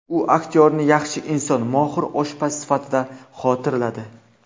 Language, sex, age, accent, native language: Uzbek, male, 18-24, Toshkent viloyati, Uzbek